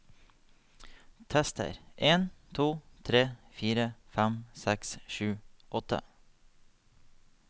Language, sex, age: Norwegian, male, 30